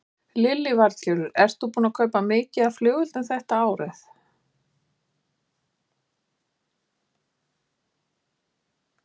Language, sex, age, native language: Icelandic, female, 50-59, Icelandic